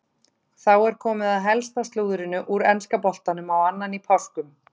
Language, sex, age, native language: Icelandic, female, 30-39, Icelandic